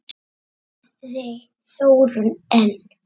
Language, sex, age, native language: Icelandic, male, 9, Icelandic